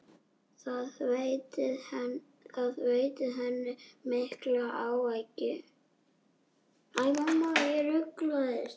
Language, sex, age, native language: Icelandic, female, 6, Icelandic